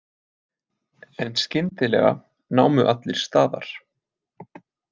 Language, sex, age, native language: Icelandic, male, 20-29, Icelandic